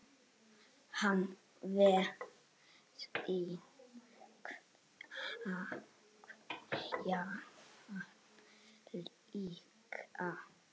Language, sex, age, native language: Icelandic, male, 6, Icelandic